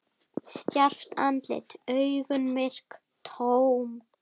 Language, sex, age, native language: Icelandic, female, 10, Icelandic